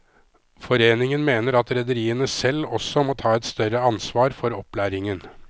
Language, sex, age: Norwegian, male, 53